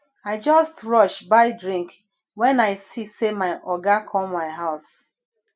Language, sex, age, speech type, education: Nigerian Pidgin, female, 30-45, spontaneous, tertiary